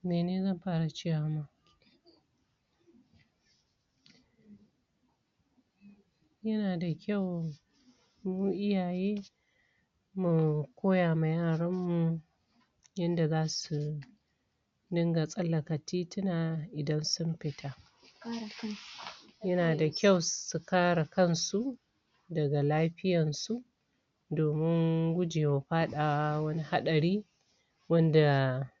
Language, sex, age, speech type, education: Hausa, female, 46-60, spontaneous, tertiary